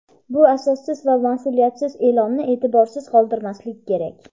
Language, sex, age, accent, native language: Uzbek, female, under 19, Farg'ona, Uzbek